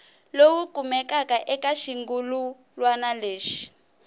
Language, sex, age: Tsonga, female, 19